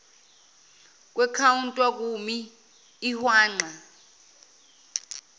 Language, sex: Zulu, female